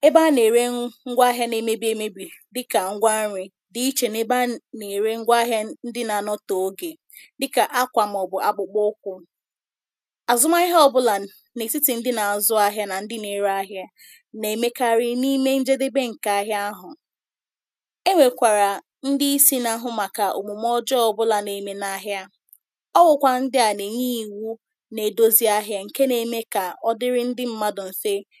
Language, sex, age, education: Igbo, female, 15-29, tertiary